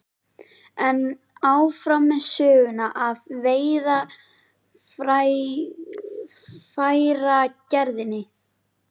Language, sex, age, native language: Icelandic, female, 11, Icelandic